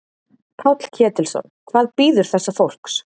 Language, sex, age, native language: Icelandic, female, 30-39, Icelandic